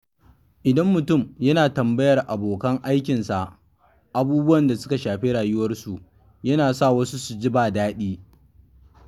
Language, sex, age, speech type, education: Hausa, male, 30-45, read, secondary